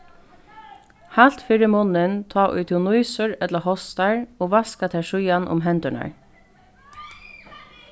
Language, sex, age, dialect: Faroese, female, 15-35, Norðurstreymoy/Eysturoy